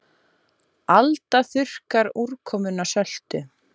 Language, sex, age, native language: Icelandic, female, 20-29, Icelandic